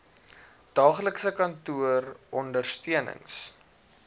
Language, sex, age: Afrikaans, male, 19